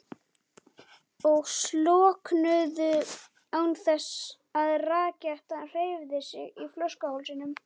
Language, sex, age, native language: Icelandic, male, 11, Icelandic